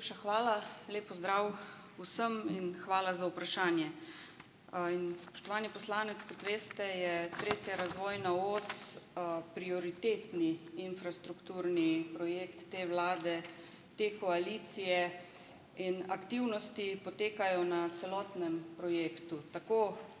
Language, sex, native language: Slovenian, female, Slovenian